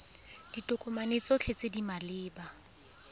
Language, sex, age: Tswana, female, 20